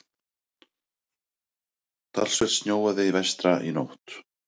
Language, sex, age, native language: Icelandic, male, 30-39, Icelandic